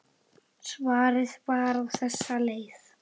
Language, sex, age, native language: Icelandic, male, 7, Icelandic